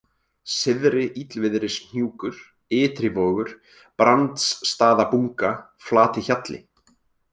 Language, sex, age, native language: Icelandic, male, 20-29, Icelandic